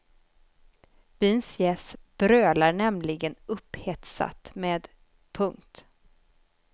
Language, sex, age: Swedish, female, 24